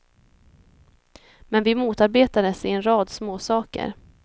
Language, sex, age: Swedish, female, 26